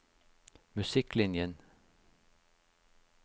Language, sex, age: Norwegian, male, 56